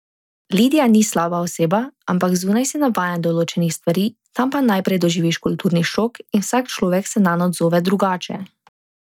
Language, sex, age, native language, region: Slovenian, female, 18-29, Slovenian, Drava region